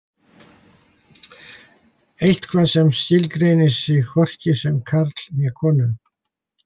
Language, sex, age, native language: Icelandic, male, 80-89, Icelandic